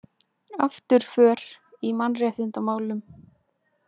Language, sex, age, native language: Icelandic, female, 20-29, Icelandic